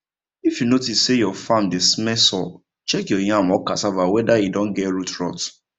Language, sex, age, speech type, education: Nigerian Pidgin, male, 15-29, spontaneous, tertiary